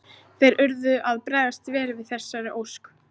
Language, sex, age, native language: Icelandic, female, 14, Icelandic